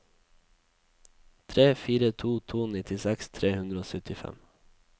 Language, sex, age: Norwegian, male, 21